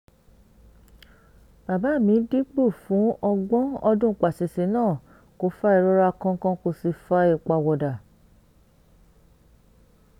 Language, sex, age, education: Yoruba, female, 30-45, tertiary